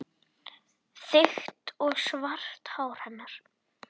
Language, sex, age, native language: Icelandic, male, 10, Icelandic